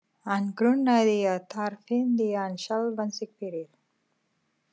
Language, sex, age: Icelandic, female, 50-59